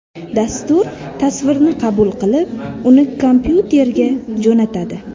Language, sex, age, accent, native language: Uzbek, female, under 19, Sirdaryo, Uzbek